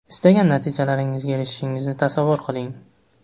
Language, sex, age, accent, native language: Uzbek, male, 18-24, Farg'ona, Uzbek